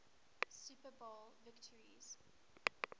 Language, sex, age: English, female, 19